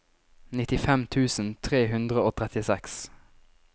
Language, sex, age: Norwegian, male, 19